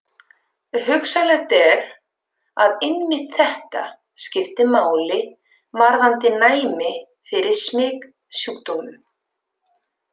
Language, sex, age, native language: Icelandic, female, 50-59, Icelandic